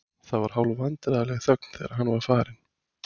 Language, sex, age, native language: Icelandic, male, 20-29, Icelandic